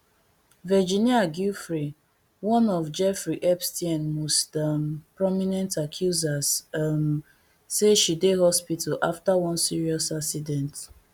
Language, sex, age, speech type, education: Nigerian Pidgin, female, 15-29, spontaneous, tertiary